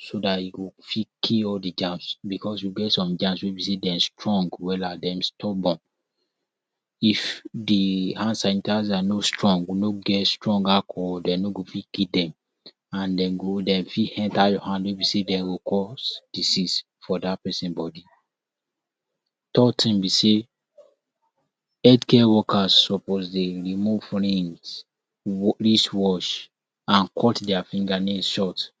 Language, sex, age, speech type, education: Nigerian Pidgin, male, 46-60, spontaneous, tertiary